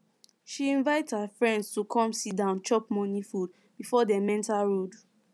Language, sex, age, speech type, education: Nigerian Pidgin, female, 15-29, spontaneous, secondary